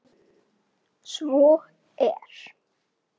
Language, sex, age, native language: Icelandic, female, 10, Icelandic